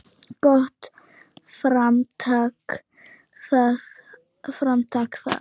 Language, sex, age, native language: Icelandic, female, 9, Icelandic